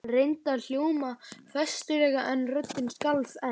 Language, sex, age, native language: Icelandic, male, 12, Icelandic